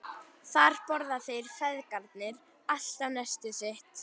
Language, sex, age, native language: Icelandic, female, 11, Icelandic